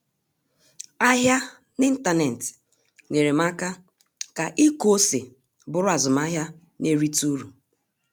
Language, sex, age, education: Igbo, female, 30-45, tertiary